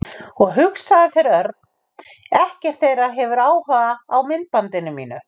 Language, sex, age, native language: Icelandic, female, 50-59, Icelandic